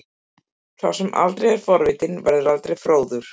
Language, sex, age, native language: Icelandic, female, 50-59, Icelandic